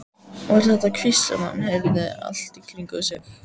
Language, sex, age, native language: Icelandic, female, 14, Icelandic